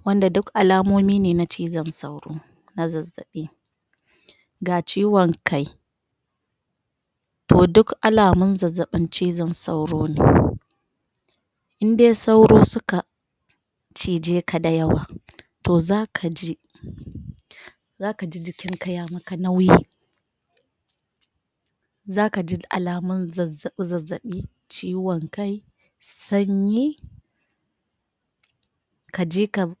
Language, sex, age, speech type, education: Hausa, female, 60+, spontaneous, tertiary